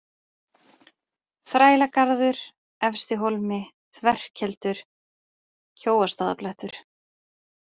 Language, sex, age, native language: Icelandic, female, 30-39, Icelandic